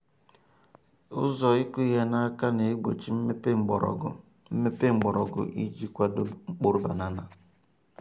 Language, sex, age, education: Igbo, male, 30-45, tertiary